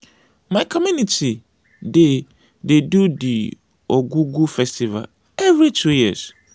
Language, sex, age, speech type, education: Nigerian Pidgin, male, 30-45, spontaneous, tertiary